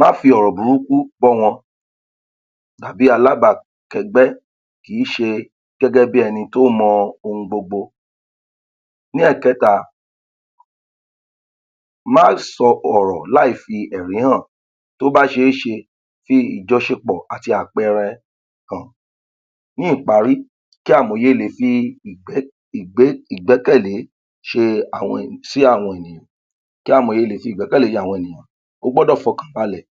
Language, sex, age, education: Yoruba, male, 30-45, tertiary